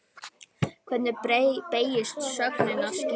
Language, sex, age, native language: Icelandic, male, 9, Icelandic